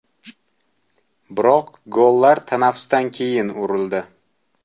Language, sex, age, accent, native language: Uzbek, male, 18-24, Toshkent viloyati, Uzbek